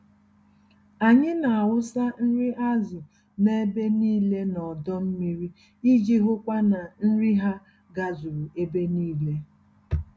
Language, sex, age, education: Igbo, female, 46-60, tertiary